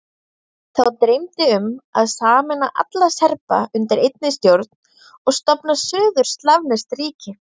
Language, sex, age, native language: Icelandic, female, 30-39, Icelandic